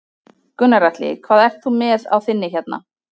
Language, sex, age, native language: Icelandic, female, 30-39, Icelandic